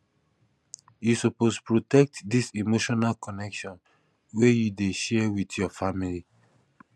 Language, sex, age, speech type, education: Nigerian Pidgin, male, 15-29, spontaneous, tertiary